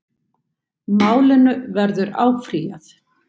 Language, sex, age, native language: Icelandic, female, 50-59, Icelandic